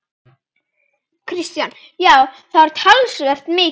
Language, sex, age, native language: Icelandic, female, 11, Icelandic